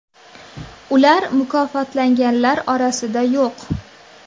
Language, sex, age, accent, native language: Uzbek, female, 19-29, Navoiy, Uzbek